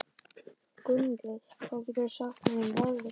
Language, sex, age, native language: Icelandic, male, 12, Icelandic